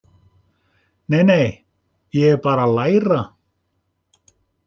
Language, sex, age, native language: Icelandic, male, 50-59, Icelandic